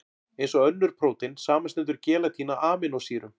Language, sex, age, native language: Icelandic, male, 40-49, Icelandic